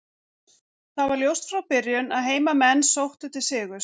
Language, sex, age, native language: Icelandic, female, 40-49, Icelandic